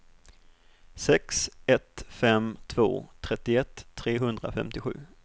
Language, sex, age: Swedish, male, 38